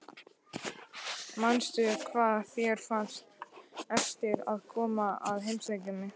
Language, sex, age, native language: Icelandic, male, 12, Icelandic